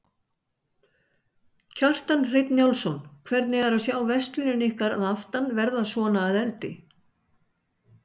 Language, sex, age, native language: Icelandic, male, 60-69, Icelandic